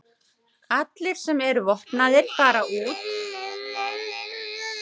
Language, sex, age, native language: Icelandic, female, 30-39, Icelandic